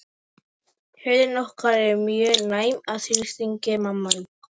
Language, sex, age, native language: Icelandic, female, 18-19, Icelandic